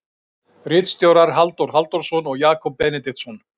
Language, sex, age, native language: Icelandic, male, 60-69, Icelandic